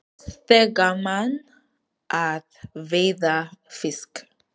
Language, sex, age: Icelandic, female, 20-29